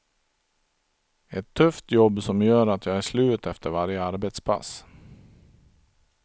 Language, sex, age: Swedish, male, 42